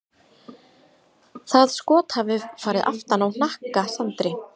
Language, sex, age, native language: Icelandic, female, 30-39, Icelandic